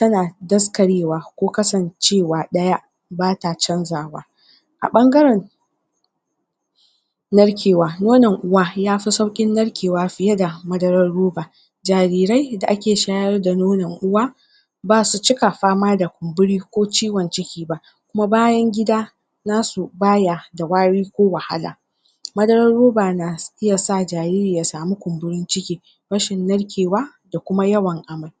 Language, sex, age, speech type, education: Hausa, female, 30-45, spontaneous, tertiary